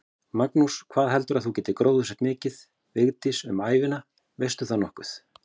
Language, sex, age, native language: Icelandic, male, 40-49, Icelandic